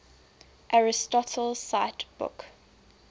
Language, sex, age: English, female, 19